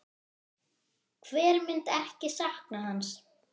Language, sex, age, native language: Icelandic, male, 10, Icelandic